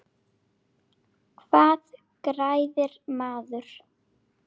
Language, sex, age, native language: Icelandic, female, 9, Icelandic